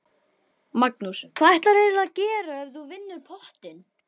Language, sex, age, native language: Icelandic, male, 11, Icelandic